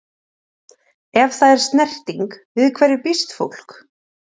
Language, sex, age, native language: Icelandic, female, 30-39, Icelandic